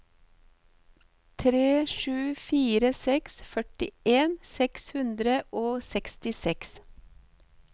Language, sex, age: Norwegian, female, 38